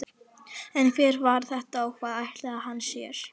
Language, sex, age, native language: Icelandic, female, 11, Icelandic